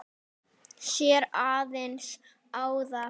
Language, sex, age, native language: Icelandic, female, 10, Icelandic